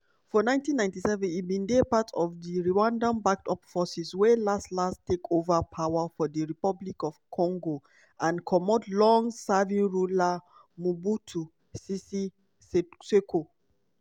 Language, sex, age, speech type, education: Nigerian Pidgin, female, 30-45, spontaneous, tertiary